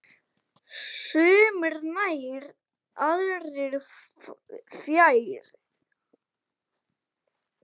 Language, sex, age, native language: Icelandic, male, 8, Icelandic